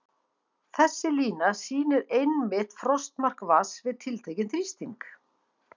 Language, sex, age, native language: Icelandic, female, 50-59, Icelandic